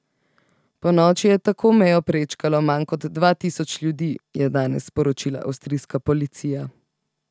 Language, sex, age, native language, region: Slovenian, female, 18-29, Slovenian, Central Slovenia